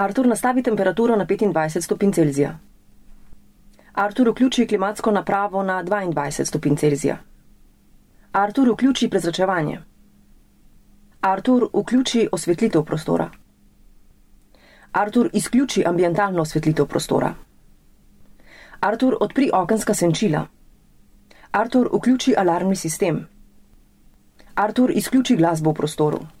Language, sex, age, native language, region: Slovenian, female, 30-49, Slovenian, Central Slovenia